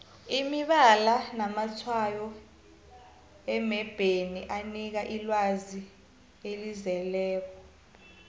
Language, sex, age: South Ndebele, female, 25